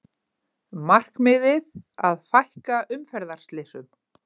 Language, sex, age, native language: Icelandic, female, 50-59, Icelandic